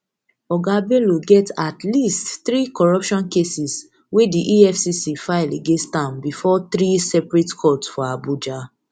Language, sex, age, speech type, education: Nigerian Pidgin, female, 15-29, spontaneous, tertiary